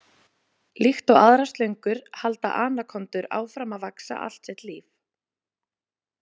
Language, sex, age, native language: Icelandic, female, 20-29, Icelandic